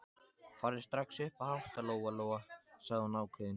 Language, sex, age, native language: Icelandic, male, 14, Icelandic